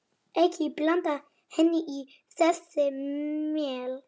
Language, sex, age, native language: Icelandic, male, 30-39, Polish